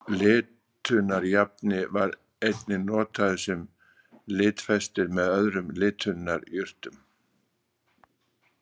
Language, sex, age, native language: Icelandic, male, 60-69, Icelandic